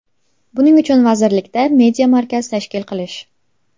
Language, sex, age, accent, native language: Uzbek, female, 18-24, Namangan, Uzbek